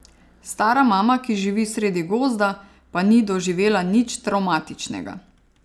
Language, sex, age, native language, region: Slovenian, female, 30-49, Slovenian, Savinja region